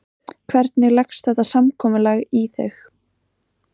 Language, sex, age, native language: Icelandic, female, 20-29, Icelandic